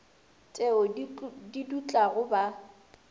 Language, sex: Northern Sotho, female